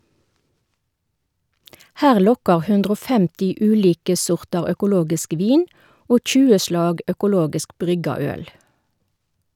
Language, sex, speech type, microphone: Norwegian, female, read, Shure